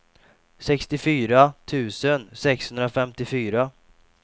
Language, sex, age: Swedish, male, 28